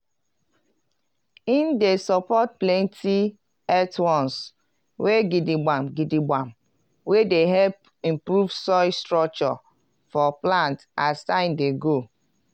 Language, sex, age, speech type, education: Nigerian Pidgin, female, 30-45, spontaneous, tertiary